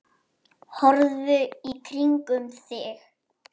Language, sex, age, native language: Icelandic, female, 7, Icelandic